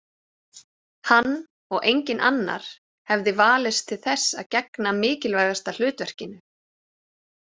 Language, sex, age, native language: Icelandic, female, 40-49, Icelandic